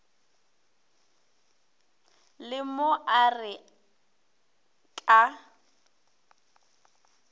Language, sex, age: Northern Sotho, female, 21